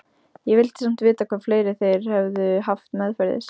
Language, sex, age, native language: Icelandic, female, 15, Icelandic